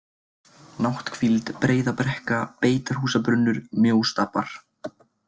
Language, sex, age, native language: Icelandic, male, 20-29, Icelandic